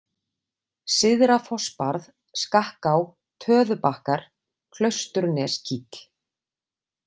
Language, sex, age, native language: Icelandic, female, 40-49, Icelandic